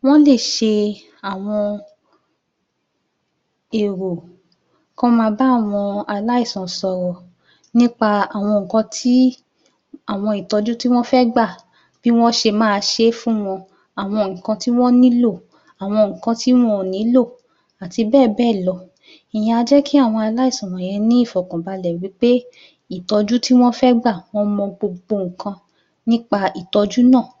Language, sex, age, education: Yoruba, female, 30-45, tertiary